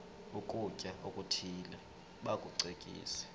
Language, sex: Xhosa, male